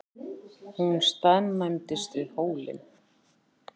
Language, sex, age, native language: Icelandic, female, 40-49, Icelandic